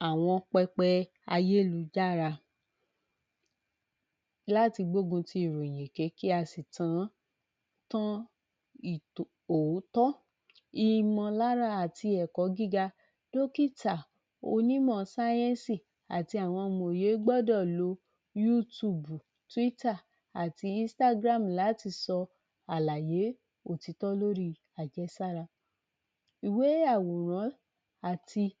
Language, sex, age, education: Yoruba, female, 30-45, tertiary